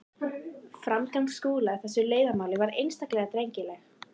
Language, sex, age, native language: Icelandic, female, 14, Icelandic